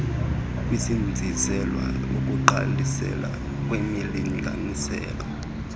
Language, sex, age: Xhosa, male, 26